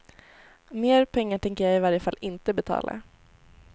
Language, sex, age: Swedish, female, 18